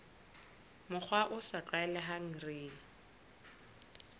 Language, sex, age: Southern Sotho, female, 22